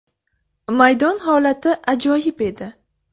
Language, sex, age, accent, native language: Uzbek, female, 18-24, Buxoro, Uzbek